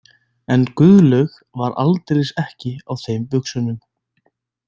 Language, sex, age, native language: Icelandic, male, 20-29, Icelandic